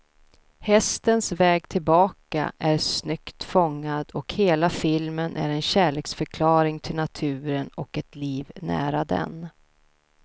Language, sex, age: Swedish, female, 32